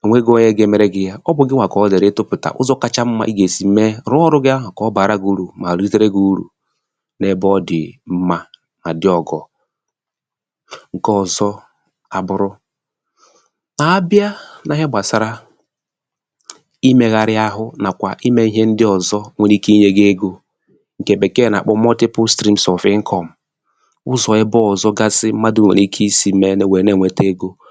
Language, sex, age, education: Igbo, male, 30-45, tertiary